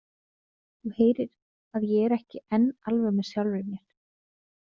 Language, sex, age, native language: Icelandic, female, 30-39, Icelandic